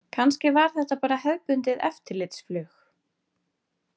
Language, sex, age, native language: Icelandic, female, 30-39, Icelandic